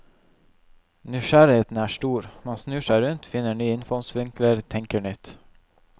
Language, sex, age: Norwegian, male, 21